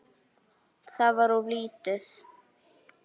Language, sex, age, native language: Icelandic, female, 10, Icelandic